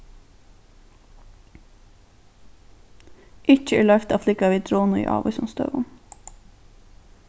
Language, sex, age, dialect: Faroese, female, 15-35, Norðurstreymoy/Eysturoy